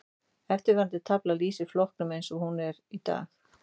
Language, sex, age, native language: Icelandic, female, 30-39, Icelandic